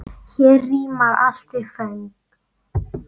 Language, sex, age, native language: Icelandic, female, 9, Icelandic